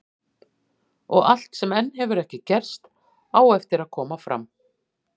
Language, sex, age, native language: Icelandic, female, 50-59, Icelandic